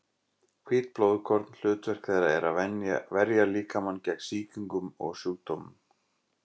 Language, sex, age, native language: Icelandic, male, 40-49, Icelandic